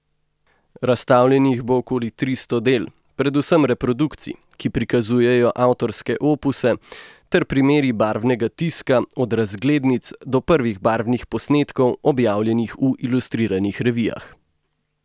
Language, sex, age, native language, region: Slovenian, male, 18-29, Slovenian, Gorenjska region